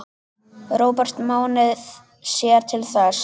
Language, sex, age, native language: Icelandic, male, 10, Icelandic